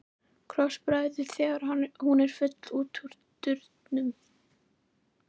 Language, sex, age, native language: Icelandic, female, 11, Icelandic